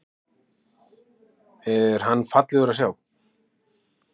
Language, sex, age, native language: Icelandic, male, 30-39, Icelandic